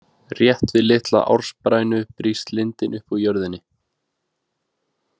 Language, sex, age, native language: Icelandic, male, 20-29, Icelandic